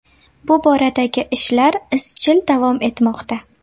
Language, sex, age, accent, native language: Uzbek, female, 18-24, Samarqand, Uzbek